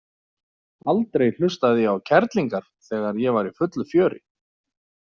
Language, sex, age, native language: Icelandic, male, 40-49, Icelandic